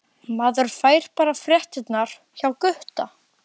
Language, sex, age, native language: Icelandic, male, 12, Icelandic